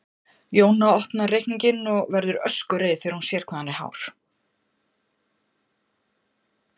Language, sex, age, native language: Icelandic, female, 50-59, Icelandic